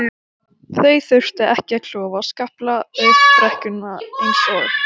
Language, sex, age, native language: Icelandic, female, 14, Swedish